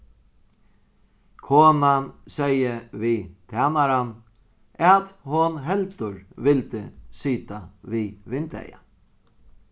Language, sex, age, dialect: Faroese, male, 36-60, Sandoy